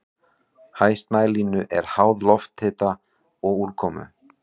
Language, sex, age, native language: Icelandic, male, 40-49, Icelandic